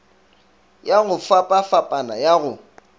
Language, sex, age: Northern Sotho, male, 24